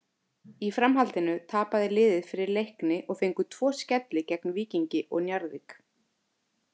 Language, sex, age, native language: Icelandic, female, 30-39, Icelandic